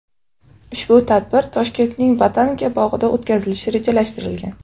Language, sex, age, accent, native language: Uzbek, female, 18-24, Samarqand, Uzbek